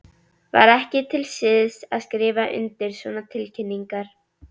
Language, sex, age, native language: Icelandic, female, 11, Icelandic